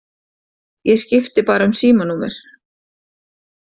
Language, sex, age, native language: Icelandic, female, 40-49, Icelandic